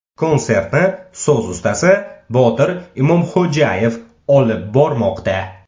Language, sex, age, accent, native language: Uzbek, male, 18-24, Samarqand, Uzbek